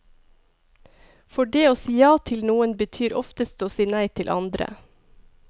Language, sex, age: Norwegian, female, 42